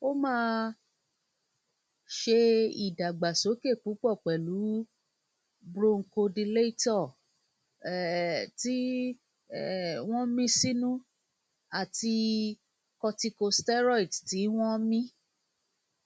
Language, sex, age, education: Yoruba, female, 30-45, tertiary